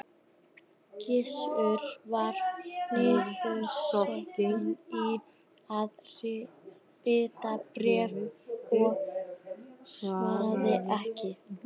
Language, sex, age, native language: Icelandic, female, 11, Icelandic